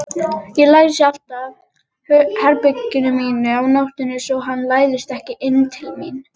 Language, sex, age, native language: Icelandic, female, 30-39, Icelandic